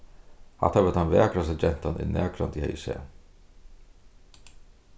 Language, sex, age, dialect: Faroese, male, 36-60, Suðurstreymoy